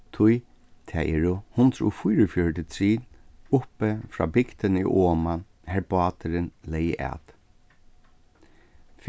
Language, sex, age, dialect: Faroese, male, 36-60, Suðurstreymoy